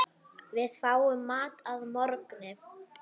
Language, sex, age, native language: Icelandic, female, 9, Icelandic